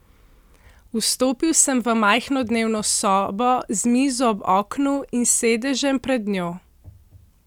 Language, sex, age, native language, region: Slovenian, female, 18-29, Slovenian, Central Slovenia